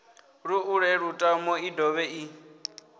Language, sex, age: Venda, male, 19